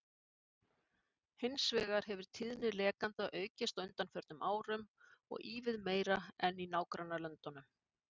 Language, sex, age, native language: Icelandic, female, 50-59, Icelandic